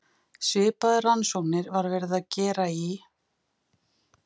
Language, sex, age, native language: Icelandic, female, 50-59, Icelandic